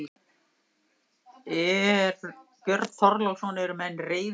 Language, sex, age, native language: Icelandic, female, 60-69, Icelandic